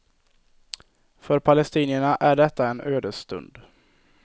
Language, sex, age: Swedish, male, 22